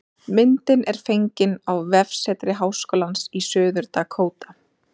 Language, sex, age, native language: Icelandic, female, 30-39, Icelandic